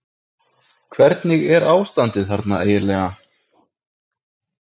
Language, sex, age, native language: Icelandic, male, 20-29, Icelandic